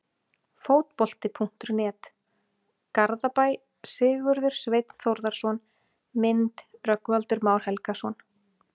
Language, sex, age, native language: Icelandic, female, 30-39, Icelandic